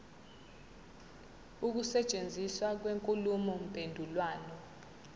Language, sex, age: Zulu, female, 20